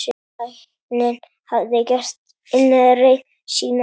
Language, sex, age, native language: Icelandic, male, 7, Icelandic